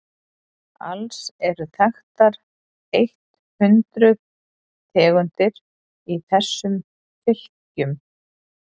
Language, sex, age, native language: Icelandic, female, 40-49, Icelandic